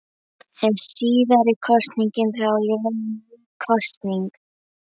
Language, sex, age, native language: Icelandic, female, 11, Icelandic